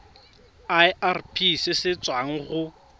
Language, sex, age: Tswana, male, 31